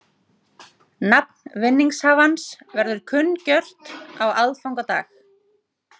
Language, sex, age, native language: Icelandic, female, 30-39, Icelandic